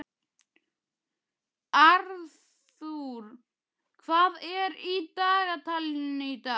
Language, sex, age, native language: Icelandic, male, 12, Icelandic